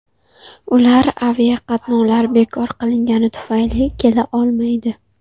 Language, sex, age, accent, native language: Uzbek, female, 18-24, Xorazm, Uzbek